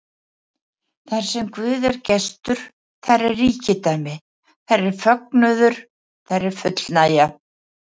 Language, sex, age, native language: Icelandic, female, 70-79, Icelandic